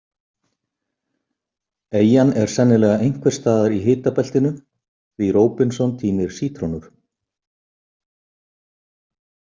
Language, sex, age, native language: Icelandic, male, 50-59, Icelandic